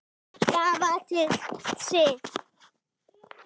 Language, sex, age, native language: Icelandic, female, 8, Icelandic